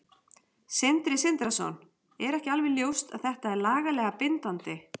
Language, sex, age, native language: Icelandic, female, 40-49, Icelandic